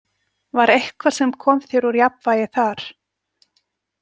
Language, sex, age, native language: Icelandic, female, 40-49, Icelandic